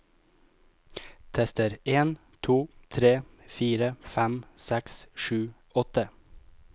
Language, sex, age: Norwegian, male, 25